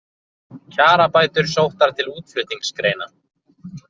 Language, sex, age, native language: Icelandic, male, 20-29, Icelandic